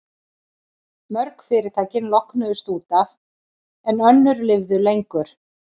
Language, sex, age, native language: Icelandic, female, 40-49, Icelandic